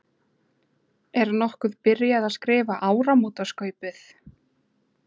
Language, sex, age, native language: Icelandic, female, 20-29, Icelandic